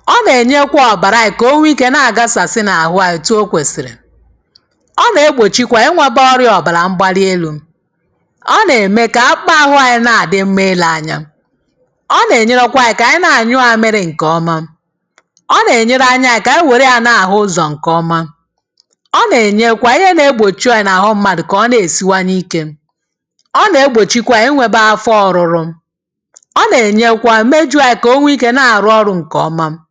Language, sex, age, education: Igbo, female, 30-45, tertiary